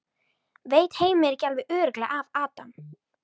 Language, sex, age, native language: Icelandic, female, 13, Icelandic